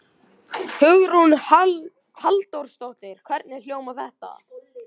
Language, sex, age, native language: Icelandic, male, 11, Icelandic